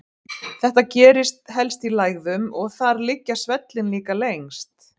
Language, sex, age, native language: Icelandic, female, 50-59, Icelandic